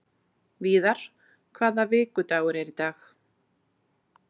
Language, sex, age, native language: Icelandic, female, 40-49, Icelandic